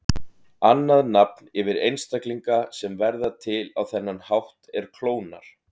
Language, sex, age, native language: Icelandic, male, 30-39, Icelandic